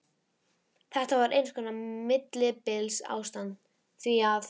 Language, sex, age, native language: Icelandic, female, 11, Icelandic